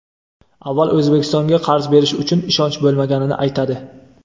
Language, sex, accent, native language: Uzbek, male, Toshkent viloyati, Uzbek